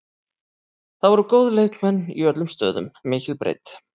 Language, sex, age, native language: Icelandic, male, 30-39, Icelandic